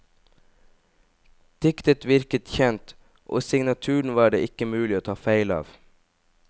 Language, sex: Norwegian, male